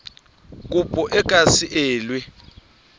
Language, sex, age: Southern Sotho, male, 26